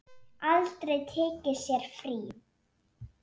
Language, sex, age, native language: Icelandic, female, 7, Icelandic